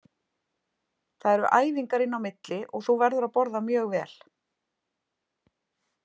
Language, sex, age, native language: Icelandic, female, 50-59, Icelandic